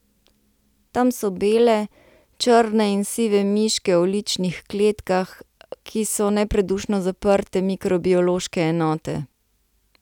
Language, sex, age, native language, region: Slovenian, female, 30-49, Slovenian, Central Slovenia